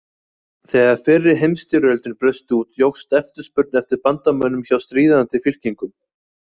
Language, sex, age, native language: Icelandic, male, 20-29, Icelandic